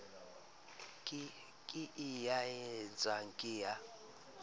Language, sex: Southern Sotho, male